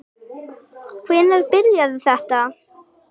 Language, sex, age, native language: Icelandic, female, 8, Icelandic